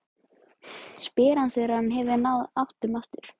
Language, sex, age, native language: Icelandic, male, 12, Icelandic